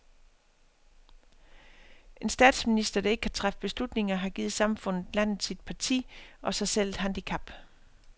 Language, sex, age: Danish, female, 50